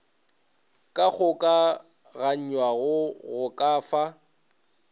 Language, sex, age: Northern Sotho, male, 22